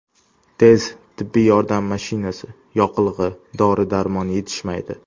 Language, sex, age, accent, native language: Uzbek, male, under 19, Toshkent shahri, Uzbek